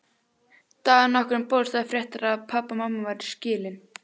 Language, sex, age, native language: Icelandic, female, 16, Icelandic